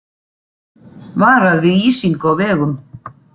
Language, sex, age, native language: Icelandic, female, 40-49, Icelandic